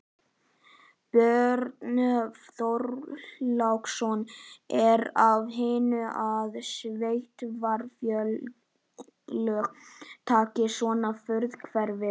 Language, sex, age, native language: Icelandic, male, 11, Icelandic